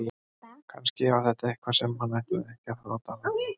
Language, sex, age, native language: Icelandic, male, 30-39, Icelandic